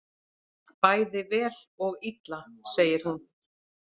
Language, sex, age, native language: Icelandic, female, 40-49, Icelandic